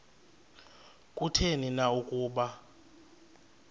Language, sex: Xhosa, male